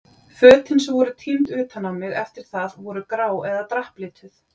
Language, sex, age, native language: Icelandic, female, 40-49, Icelandic